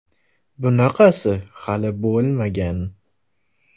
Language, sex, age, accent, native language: Uzbek, male, 18-24, Farg'ona, Uzbek